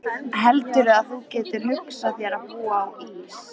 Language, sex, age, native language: Icelandic, female, 13, Icelandic